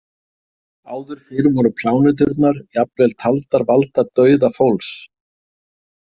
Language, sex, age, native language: Icelandic, male, 50-59, Icelandic